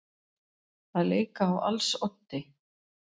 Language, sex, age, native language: Icelandic, female, 60-69, Icelandic